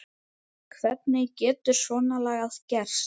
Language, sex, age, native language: Icelandic, male, 10, Icelandic